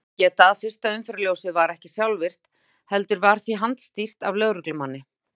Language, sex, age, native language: Icelandic, female, 40-49, Icelandic